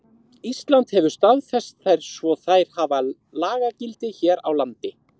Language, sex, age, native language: Icelandic, male, 30-39, Icelandic